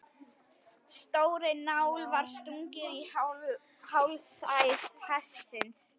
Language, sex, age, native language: Icelandic, female, 11, Icelandic